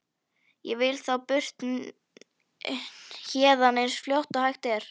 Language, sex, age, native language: Icelandic, female, 11, Icelandic